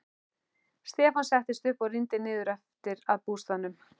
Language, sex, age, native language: Icelandic, male, 11, Icelandic